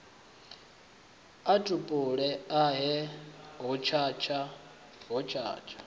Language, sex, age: Venda, male, 24